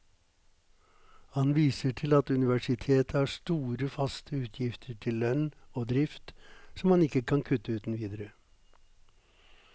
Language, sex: Norwegian, male